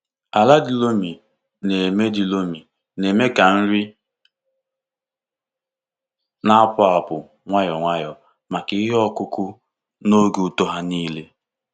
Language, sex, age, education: Igbo, male, 15-29, tertiary